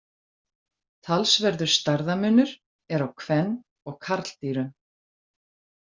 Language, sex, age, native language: Icelandic, female, 40-49, Icelandic